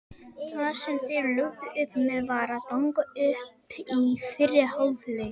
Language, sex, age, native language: Icelandic, male, 18-19, Icelandic